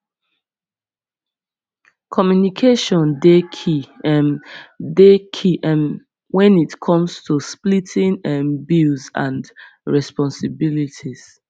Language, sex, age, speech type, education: Nigerian Pidgin, female, 15-29, spontaneous, secondary